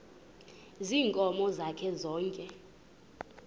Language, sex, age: Xhosa, female, 26